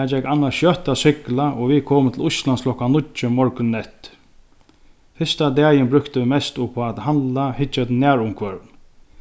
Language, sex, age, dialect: Faroese, male, 36-60, Sandoy